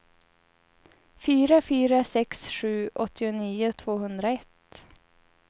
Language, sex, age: Swedish, female, 30